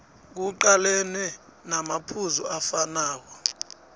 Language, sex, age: South Ndebele, male, 29